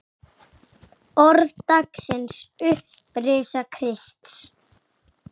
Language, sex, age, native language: Icelandic, female, 6, Icelandic